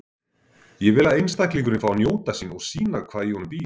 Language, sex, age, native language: Icelandic, male, 40-49, Icelandic